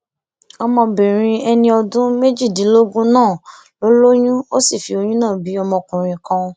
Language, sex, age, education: Yoruba, female, 15-29, tertiary